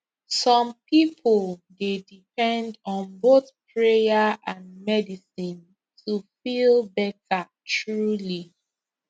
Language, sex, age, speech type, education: Nigerian Pidgin, female, 15-29, spontaneous, tertiary